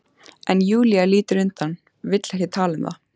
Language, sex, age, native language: Icelandic, female, 14, Icelandic